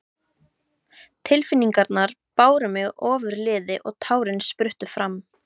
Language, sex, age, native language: Icelandic, female, 12, Icelandic